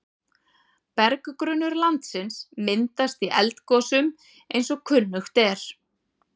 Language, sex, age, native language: Icelandic, female, 40-49, Icelandic